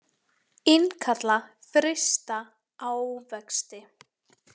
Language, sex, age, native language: Icelandic, female, 18-19, Icelandic